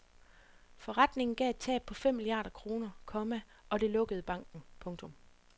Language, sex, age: Danish, female, 40